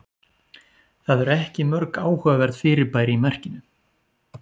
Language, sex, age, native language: Icelandic, male, 40-49, Icelandic